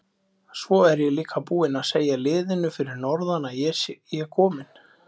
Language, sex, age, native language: Icelandic, male, 20-29, Icelandic